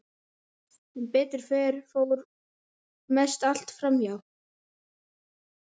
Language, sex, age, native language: Icelandic, male, 11, Icelandic